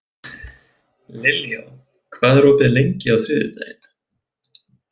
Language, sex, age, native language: Icelandic, male, 20-29, Icelandic